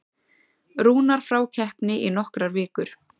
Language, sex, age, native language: Icelandic, female, 20-29, Icelandic